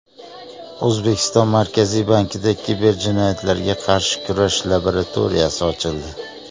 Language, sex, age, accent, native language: Uzbek, male, 30-39, Farg'ona, Uzbek